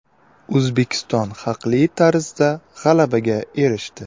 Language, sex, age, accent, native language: Uzbek, male, 12-17, Samarqand, Uzbek